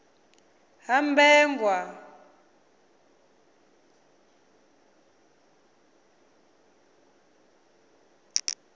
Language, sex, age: Venda, female, 24